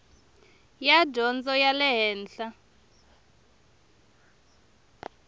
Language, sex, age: Tsonga, female, 23